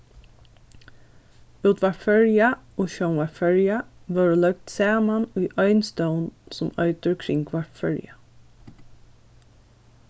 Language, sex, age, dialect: Faroese, female, 15-35, Norðurstreymoy/Eysturoy